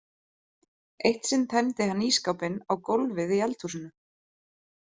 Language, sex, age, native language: Icelandic, female, 30-39, Icelandic